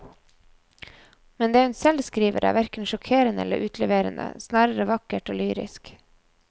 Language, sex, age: Norwegian, female, 24